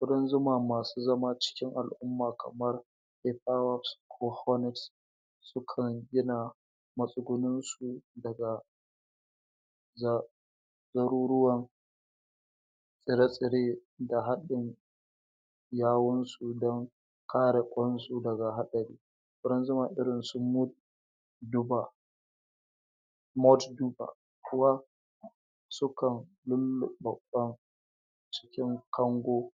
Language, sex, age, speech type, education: Hausa, male, 46-60, spontaneous, tertiary